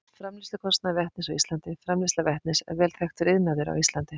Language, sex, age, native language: Icelandic, female, 50-59, Icelandic